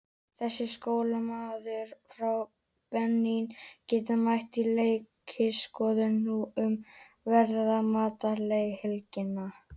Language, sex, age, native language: Icelandic, female, 18-19, Icelandic